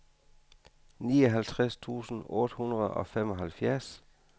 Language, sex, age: Danish, male, 49